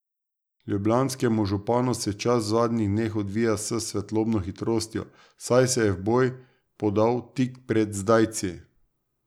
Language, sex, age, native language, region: Slovenian, male, 30-49, Slovenian, Drava region